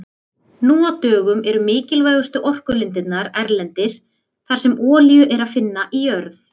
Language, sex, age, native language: Icelandic, female, 30-39, Icelandic